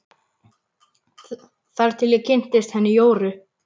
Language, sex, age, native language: Icelandic, male, 11, Icelandic